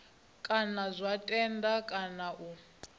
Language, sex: Venda, female